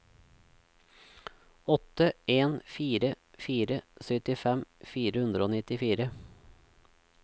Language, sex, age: Norwegian, male, 36